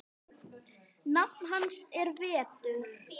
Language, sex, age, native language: Icelandic, male, 10, Icelandic